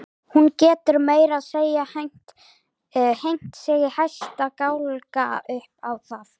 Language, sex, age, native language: Icelandic, female, 18-19, Icelandic